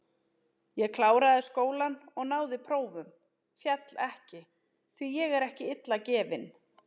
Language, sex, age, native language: Icelandic, female, 30-39, Icelandic